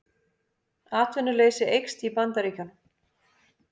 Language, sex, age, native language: Icelandic, female, 50-59, Icelandic